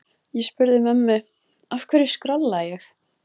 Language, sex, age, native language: Icelandic, female, 15, Icelandic